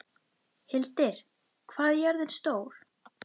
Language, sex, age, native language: Icelandic, female, 13, Icelandic